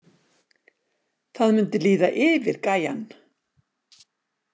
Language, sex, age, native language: Icelandic, female, 60-69, Icelandic